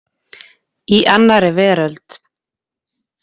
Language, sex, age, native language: Icelandic, female, 20-29, Icelandic